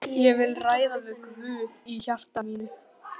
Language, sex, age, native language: Icelandic, male, 11, Icelandic